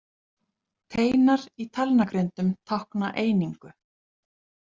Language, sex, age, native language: Icelandic, female, 30-39, Icelandic